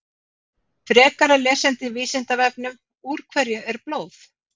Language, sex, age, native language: Icelandic, female, 50-59, Icelandic